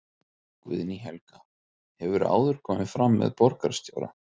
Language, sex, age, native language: Icelandic, male, 30-39, Icelandic